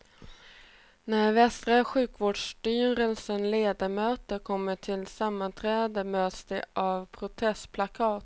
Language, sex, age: Swedish, female, 28